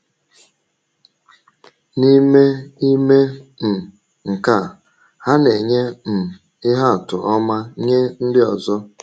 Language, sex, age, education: Igbo, male, 30-45, tertiary